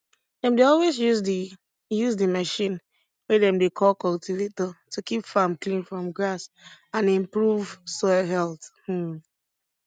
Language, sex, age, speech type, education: Nigerian Pidgin, female, 15-29, spontaneous, tertiary